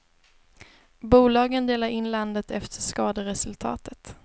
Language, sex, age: Swedish, female, 22